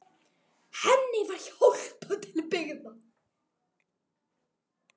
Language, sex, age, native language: Icelandic, male, 9, Icelandic